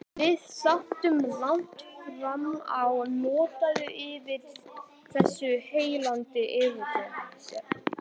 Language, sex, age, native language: Icelandic, male, 11, Icelandic